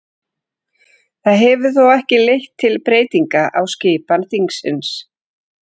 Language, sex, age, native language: Icelandic, female, 40-49, Icelandic